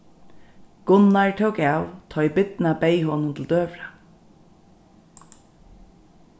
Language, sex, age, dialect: Faroese, female, 36-60, Norðurstreymoy/Eysturoy